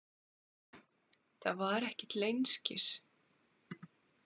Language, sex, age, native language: Icelandic, female, 40-49, Icelandic